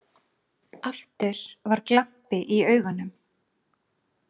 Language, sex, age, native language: Icelandic, female, 30-39, Icelandic